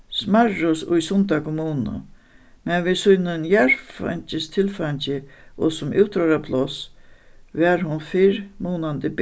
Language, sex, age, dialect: Faroese, female, 61+, Suðuroy